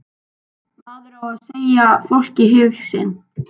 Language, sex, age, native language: Icelandic, male, 12, Icelandic